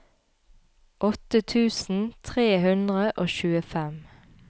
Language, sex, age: Norwegian, female, 33